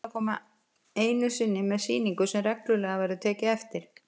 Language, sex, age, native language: Icelandic, female, 50-59, Icelandic